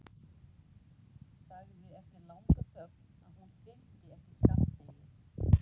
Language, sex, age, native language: Icelandic, female, 40-49, Icelandic